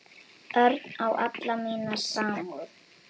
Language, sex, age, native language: Icelandic, female, 10, Icelandic